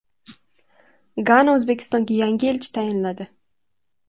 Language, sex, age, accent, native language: Uzbek, female, 19-29, Toshkent shahri, Uzbek